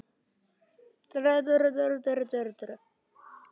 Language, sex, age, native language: Icelandic, male, 11, Icelandic